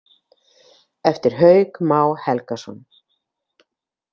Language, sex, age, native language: Icelandic, female, 50-59, Icelandic